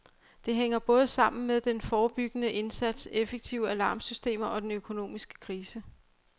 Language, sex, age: Danish, female, 35